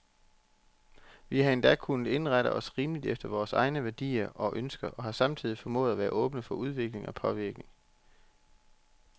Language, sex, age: Danish, male, 34